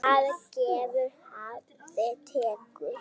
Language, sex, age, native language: Icelandic, male, 8, Icelandic